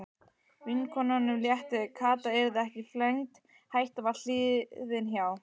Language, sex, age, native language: Icelandic, female, 12, Icelandic